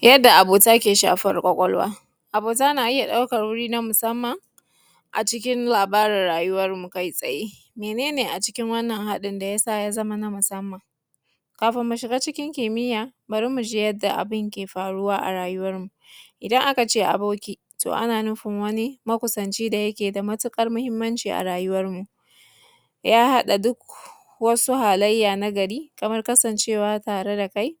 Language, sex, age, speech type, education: Hausa, female, 15-29, spontaneous, tertiary